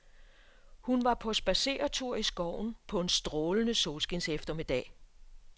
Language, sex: Danish, female